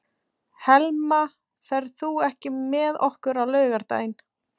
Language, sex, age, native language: Icelandic, female, 40-49, Icelandic